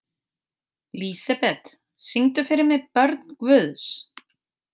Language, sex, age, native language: Icelandic, female, 50-59, Icelandic